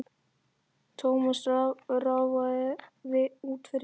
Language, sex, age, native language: Icelandic, male, 10, Icelandic